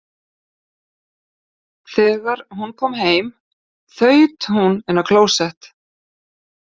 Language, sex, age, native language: Icelandic, female, 50-59, Icelandic